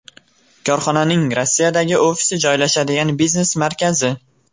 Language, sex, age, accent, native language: Uzbek, male, 18-24, Farg'ona, Uzbek